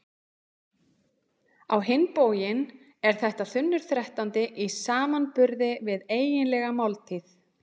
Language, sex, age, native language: Icelandic, female, 30-39, Icelandic